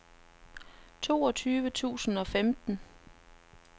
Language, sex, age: Danish, female, 33